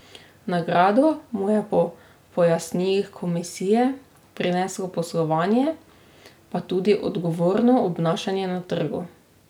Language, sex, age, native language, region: Slovenian, female, 18-29, Slovenian, Drava region